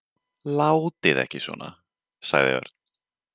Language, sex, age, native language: Icelandic, male, 20-29, Icelandic